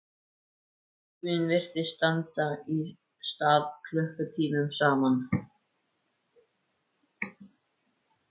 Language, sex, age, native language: Icelandic, male, 14, Icelandic